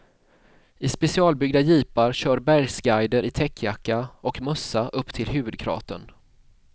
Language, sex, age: Swedish, male, 31